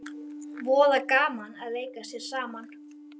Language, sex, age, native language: Icelandic, male, 12, Icelandic